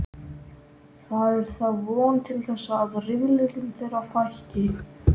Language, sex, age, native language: Icelandic, male, 12, Icelandic